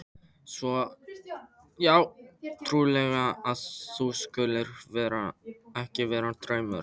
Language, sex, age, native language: Icelandic, male, 13, Polish